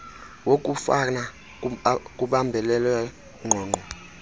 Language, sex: Xhosa, male